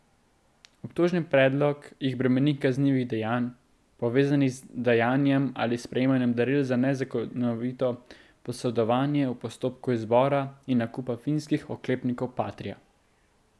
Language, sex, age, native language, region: Slovenian, male, 18-29, Slovenian, Central Slovenia